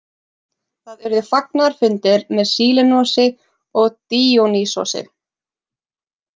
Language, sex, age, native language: Icelandic, female, 20-29, Icelandic